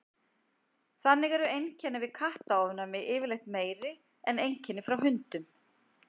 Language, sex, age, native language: Icelandic, female, 50-59, Icelandic